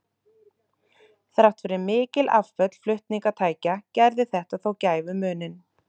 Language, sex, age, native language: Icelandic, male, 30-39, Icelandic